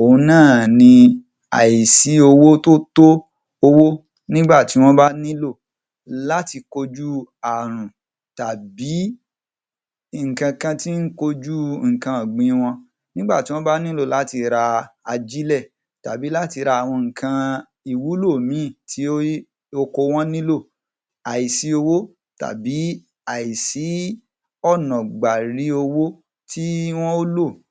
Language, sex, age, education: Yoruba, male, 30-45, tertiary